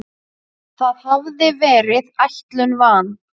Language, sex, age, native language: Icelandic, female, 6, Icelandic